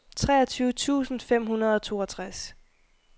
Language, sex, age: Danish, female, 21